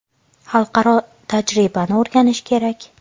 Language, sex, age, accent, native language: Uzbek, female, 25-34, Qashqadaryo, Uzbek